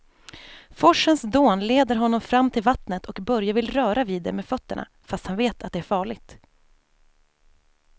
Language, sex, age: Swedish, female, 28